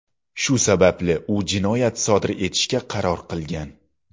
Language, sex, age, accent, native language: Uzbek, male, 19-29, Xorazm, Uzbek